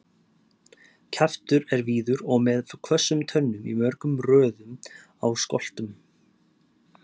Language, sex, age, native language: Icelandic, male, 30-39, Icelandic